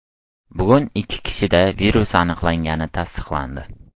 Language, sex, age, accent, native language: Uzbek, male, 12-17, Toshkent viloyati, Uzbek